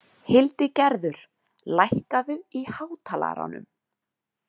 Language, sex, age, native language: Icelandic, female, 20-29, Icelandic